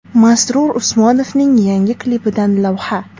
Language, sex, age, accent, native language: Uzbek, female, 18-24, Toshkent shahri, Uzbek